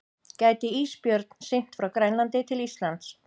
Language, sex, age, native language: Icelandic, female, 50-59, Icelandic